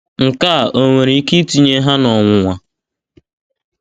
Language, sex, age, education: Igbo, male, 15-29, tertiary